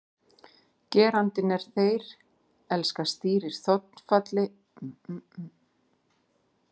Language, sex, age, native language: Icelandic, female, 40-49, Icelandic